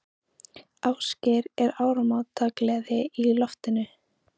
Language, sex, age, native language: Icelandic, female, 15, Icelandic